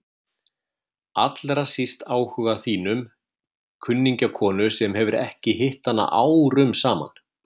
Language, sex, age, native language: Icelandic, male, 50-59, Icelandic